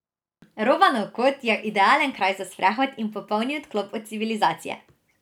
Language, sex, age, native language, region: Slovenian, female, 18-29, Slovenian, Drava region